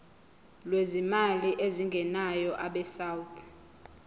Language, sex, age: Zulu, female, 20